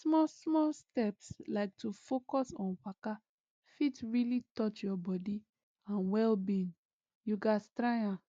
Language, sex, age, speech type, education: Nigerian Pidgin, female, 15-29, spontaneous, tertiary